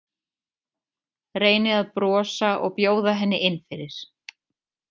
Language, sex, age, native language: Icelandic, female, 30-39, Icelandic